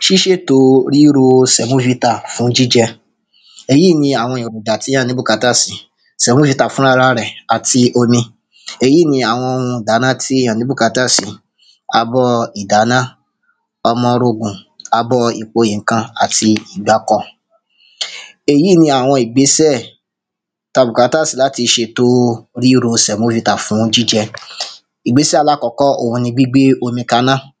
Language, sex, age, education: Yoruba, male, 30-45, secondary